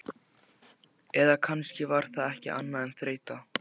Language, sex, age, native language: Icelandic, male, 14, Icelandic